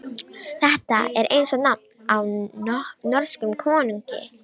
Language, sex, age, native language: Icelandic, female, 18-19, Romanian